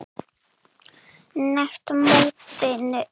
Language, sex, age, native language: Icelandic, female, 9, Serbo-Croatian